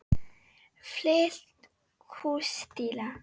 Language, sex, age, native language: Icelandic, female, 10, Polish